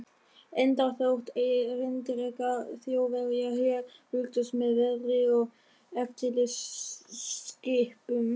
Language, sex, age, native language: Icelandic, male, 13, German